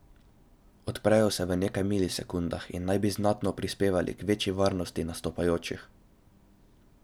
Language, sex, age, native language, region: Slovenian, male, 12-17, Slovenian, Drava region